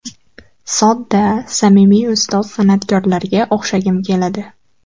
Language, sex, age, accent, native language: Uzbek, female, 12-17, Farg'ona, Uzbek